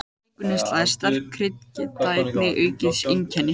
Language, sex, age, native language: Icelandic, male, 18-19, Icelandic